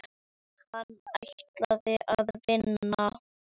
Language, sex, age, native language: Icelandic, female, 9, Icelandic